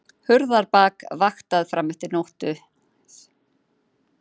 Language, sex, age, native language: Icelandic, female, 50-59, Icelandic